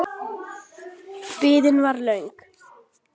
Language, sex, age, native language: Icelandic, male, 10, Icelandic